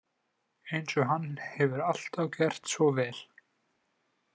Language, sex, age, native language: Icelandic, male, 20-29, Icelandic